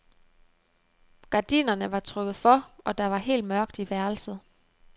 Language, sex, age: Danish, female, 29